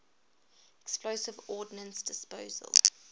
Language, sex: English, female